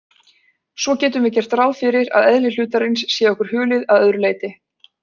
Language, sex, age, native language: Icelandic, female, 20-29, Icelandic